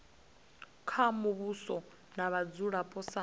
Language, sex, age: Venda, female, 20